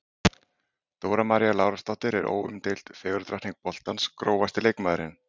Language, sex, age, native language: Icelandic, male, 40-49, Icelandic